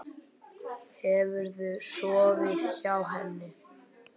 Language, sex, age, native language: Icelandic, male, 10, Icelandic